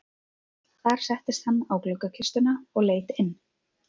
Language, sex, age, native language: Icelandic, female, 30-39, Icelandic